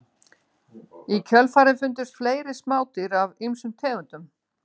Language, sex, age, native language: Icelandic, female, 60-69, Icelandic